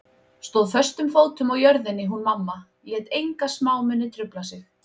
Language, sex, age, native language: Icelandic, female, 20-29, Icelandic